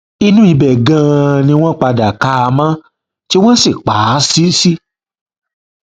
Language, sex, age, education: Yoruba, male, 30-45, tertiary